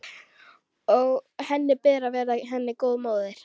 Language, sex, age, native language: Icelandic, female, 12, Icelandic